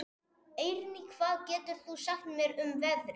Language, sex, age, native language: Icelandic, male, 40-49, Spanish